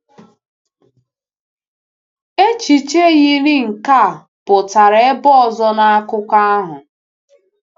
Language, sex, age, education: Igbo, female, 15-29, tertiary